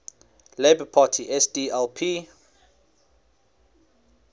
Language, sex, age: English, male, 21